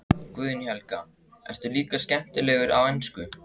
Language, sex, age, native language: Icelandic, male, 14, Icelandic